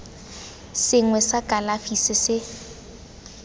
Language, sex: Tswana, female